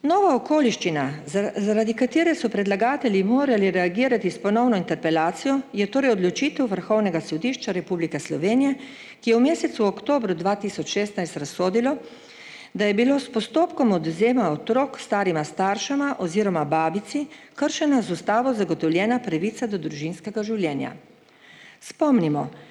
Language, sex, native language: Slovenian, female, Slovenian